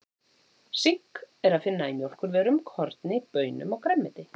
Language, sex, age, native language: Icelandic, female, 40-49, Icelandic